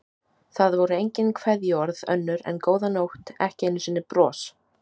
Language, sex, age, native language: Icelandic, female, 18-19, Icelandic